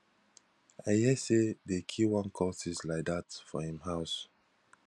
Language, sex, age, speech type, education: Nigerian Pidgin, male, 15-29, spontaneous, tertiary